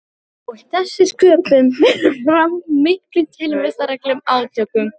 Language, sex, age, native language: Icelandic, female, 18-19, Icelandic